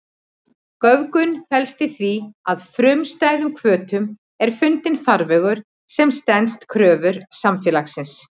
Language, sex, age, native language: Icelandic, female, 40-49, Icelandic